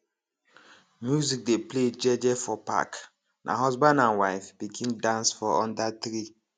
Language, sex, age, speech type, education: Nigerian Pidgin, male, 30-45, spontaneous, tertiary